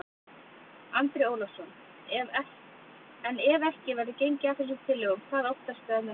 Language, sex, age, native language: Icelandic, female, 30-39, Icelandic